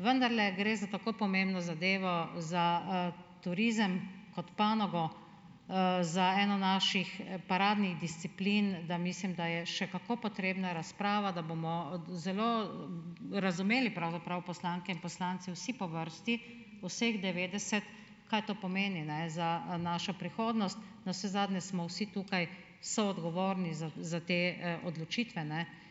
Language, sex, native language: Slovenian, female, Slovenian